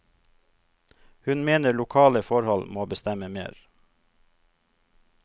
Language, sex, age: Norwegian, male, 42